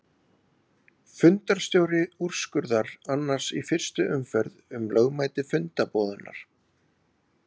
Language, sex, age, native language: Icelandic, male, 30-39, Icelandic